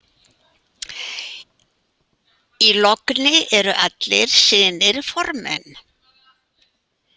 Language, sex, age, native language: Icelandic, female, 80-89, Icelandic